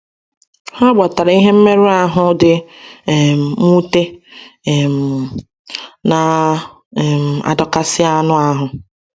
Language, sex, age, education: Igbo, female, 30-45, secondary